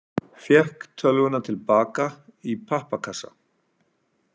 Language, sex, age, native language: Icelandic, male, 40-49, Icelandic